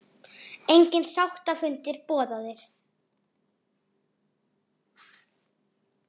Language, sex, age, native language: Icelandic, female, 40-49, Icelandic